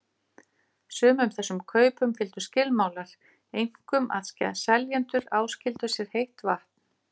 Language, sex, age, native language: Icelandic, female, 50-59, Icelandic